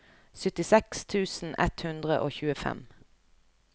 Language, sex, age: Norwegian, female, 29